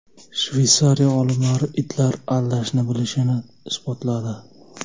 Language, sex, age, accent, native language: Uzbek, male, 25-34, Jizzax, Uzbek